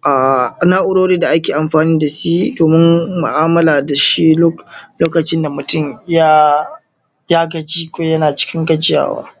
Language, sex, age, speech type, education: Hausa, male, 30-45, spontaneous, tertiary